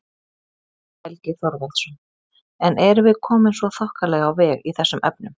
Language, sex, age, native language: Icelandic, female, 30-39, Icelandic